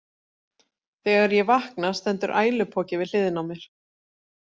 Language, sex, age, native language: Icelandic, female, 40-49, Icelandic